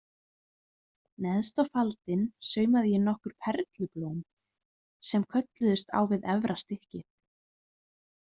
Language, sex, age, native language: Icelandic, female, 20-29, Icelandic